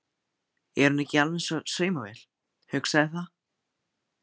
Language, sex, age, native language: Icelandic, male, 15, Icelandic